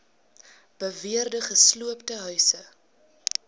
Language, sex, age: Afrikaans, female, 19